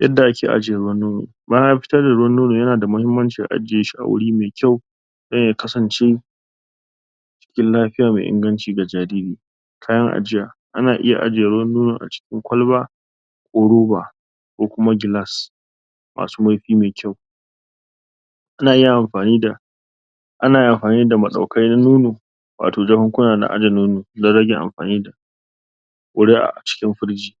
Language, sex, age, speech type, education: Hausa, male, 15-29, spontaneous, tertiary